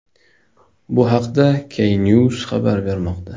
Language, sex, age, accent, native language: Uzbek, male, 18-24, Namangan, Uzbek